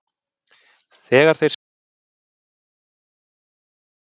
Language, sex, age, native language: Icelandic, male, 30-39, Icelandic